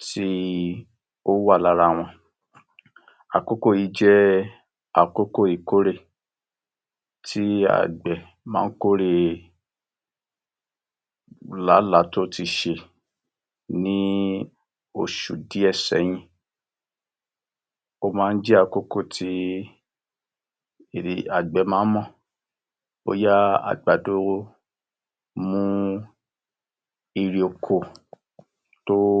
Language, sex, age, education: Yoruba, male, 60+, tertiary